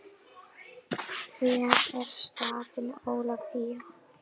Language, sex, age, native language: Icelandic, female, 9, Icelandic